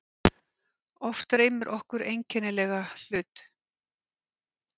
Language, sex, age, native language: Icelandic, female, 50-59, Icelandic